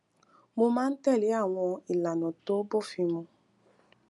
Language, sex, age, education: Yoruba, female, 15-29, tertiary